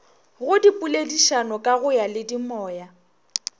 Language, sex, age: Northern Sotho, female, 21